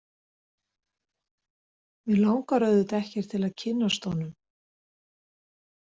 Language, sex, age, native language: Icelandic, female, 60-69, Icelandic